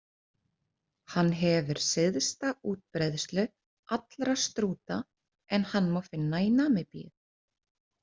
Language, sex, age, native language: Icelandic, female, 30-39, Icelandic